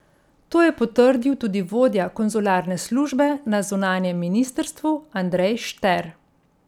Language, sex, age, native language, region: Slovenian, female, 50-59, Slovenian, Central Slovenia